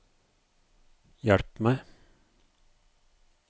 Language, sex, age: Norwegian, male, 42